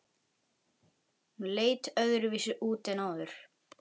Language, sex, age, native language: Icelandic, male, 11, Icelandic